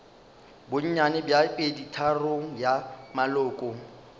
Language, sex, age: Northern Sotho, male, 35